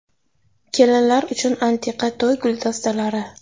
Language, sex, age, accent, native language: Uzbek, female, 25-34, Toshkent shahri, Uzbek